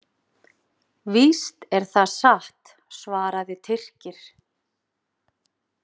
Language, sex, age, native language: Icelandic, female, 30-39, Icelandic